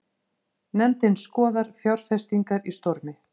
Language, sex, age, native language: Icelandic, female, 50-59, Icelandic